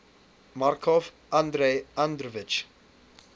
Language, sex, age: English, male, 22